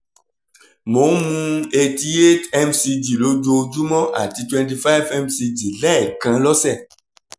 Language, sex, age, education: Yoruba, male, 30-45, tertiary